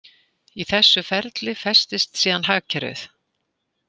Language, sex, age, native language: Icelandic, female, 60-69, Icelandic